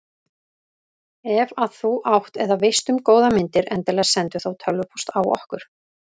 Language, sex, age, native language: Icelandic, female, 30-39, Icelandic